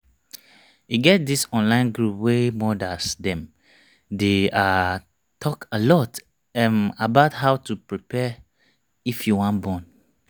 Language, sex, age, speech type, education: Nigerian Pidgin, male, 30-45, spontaneous, tertiary